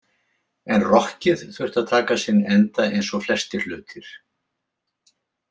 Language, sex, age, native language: Icelandic, male, 70-79, Icelandic